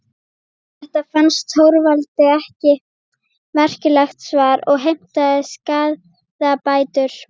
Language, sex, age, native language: Icelandic, female, 12, Icelandic